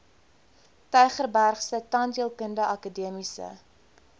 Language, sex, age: Afrikaans, female, 20